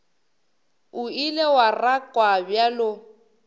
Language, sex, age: Northern Sotho, female, 23